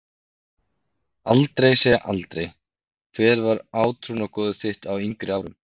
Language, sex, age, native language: Icelandic, male, 30-39, Icelandic